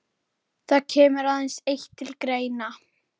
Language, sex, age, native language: Icelandic, female, 11, Icelandic